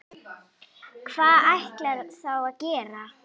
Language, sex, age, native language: Icelandic, female, 8, Icelandic